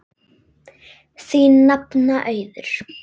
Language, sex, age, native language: Icelandic, female, 8, Icelandic